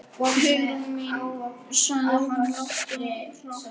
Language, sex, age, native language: Icelandic, male, 11, Icelandic